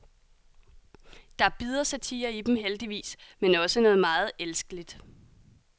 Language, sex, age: Danish, female, 30